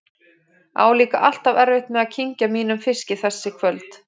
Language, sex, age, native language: Icelandic, female, 30-39, Icelandic